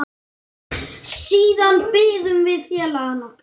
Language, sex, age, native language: Icelandic, male, 9, Icelandic